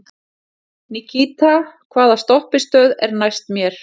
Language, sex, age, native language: Icelandic, female, 40-49, Icelandic